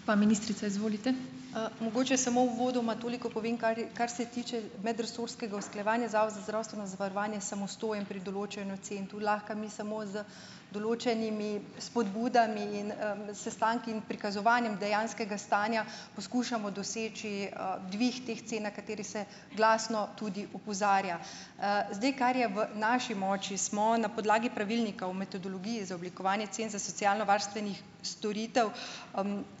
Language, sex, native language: Slovenian, female, Slovenian